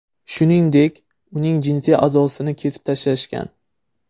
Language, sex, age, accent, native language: Uzbek, male, 12-17, Surxondaryo, Uzbek